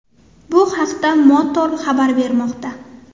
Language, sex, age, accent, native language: Uzbek, female, 19-29, Toshkent shahri, Uzbek